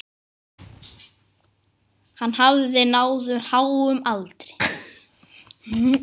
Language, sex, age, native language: Icelandic, female, 9, Icelandic